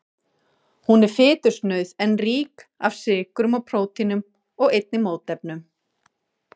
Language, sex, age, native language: Icelandic, female, 40-49, Icelandic